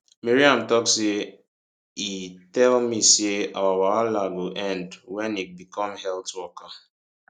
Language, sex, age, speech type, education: Nigerian Pidgin, male, 15-29, spontaneous, secondary